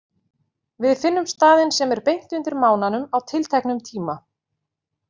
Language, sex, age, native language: Icelandic, female, 40-49, Icelandic